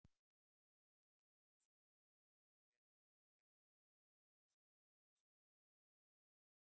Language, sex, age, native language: Icelandic, male, 60-69, Icelandic